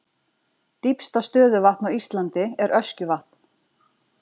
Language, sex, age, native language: Icelandic, female, 40-49, Icelandic